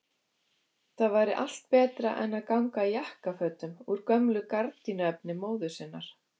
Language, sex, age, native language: Icelandic, female, 50-59, Icelandic